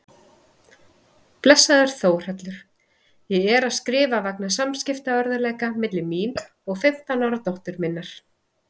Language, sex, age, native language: Icelandic, female, 30-39, Icelandic